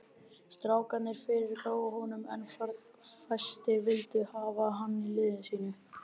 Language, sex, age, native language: Icelandic, male, 30-39, Icelandic